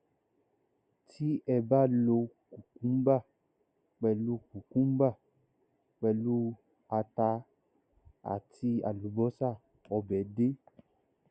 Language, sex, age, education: Yoruba, male, 60+, secondary